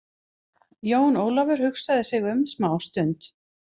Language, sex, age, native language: Icelandic, female, 60-69, Icelandic